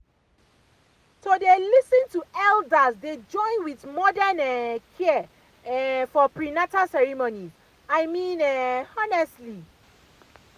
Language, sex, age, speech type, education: Nigerian Pidgin, female, 30-45, spontaneous, tertiary